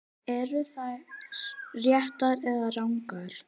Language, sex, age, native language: Icelandic, female, 10, Icelandic